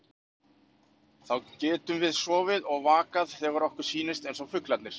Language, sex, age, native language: Icelandic, male, 40-49, Icelandic